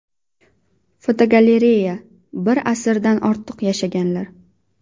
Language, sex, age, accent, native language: Uzbek, female, 19-29, Qashqadaryo, Uzbek